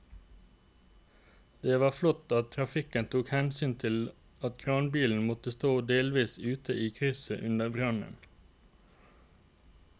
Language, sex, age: Norwegian, male, 29